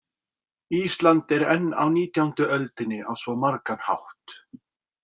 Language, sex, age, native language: Icelandic, male, 40-49, Icelandic